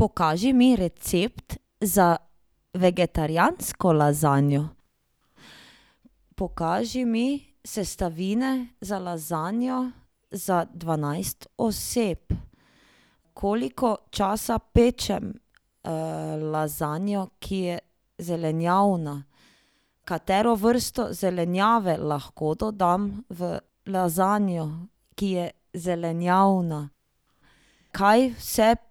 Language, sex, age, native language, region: Slovenian, female, 30-49, Slovenian, Drava region